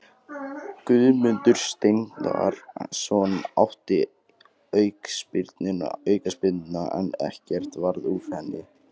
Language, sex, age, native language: Icelandic, male, 18-19, Icelandic